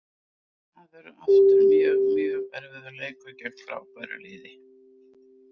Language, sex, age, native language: Icelandic, female, 80-89, Icelandic